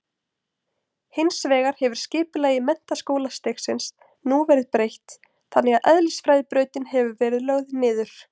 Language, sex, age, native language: Icelandic, female, 20-29, Icelandic